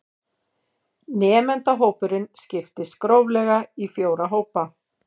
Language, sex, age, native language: Icelandic, female, 40-49, Icelandic